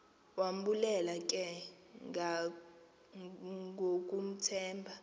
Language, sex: Xhosa, female